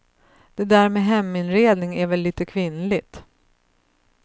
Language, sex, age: Swedish, female, 35